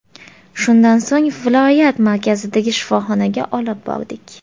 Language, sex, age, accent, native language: Uzbek, female, 25-34, Farg'ona, Uzbek